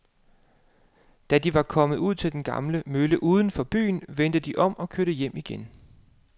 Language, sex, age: Danish, male, 35